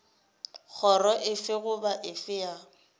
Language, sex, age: Northern Sotho, female, 27